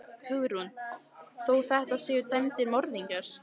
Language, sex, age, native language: Icelandic, female, 15, Icelandic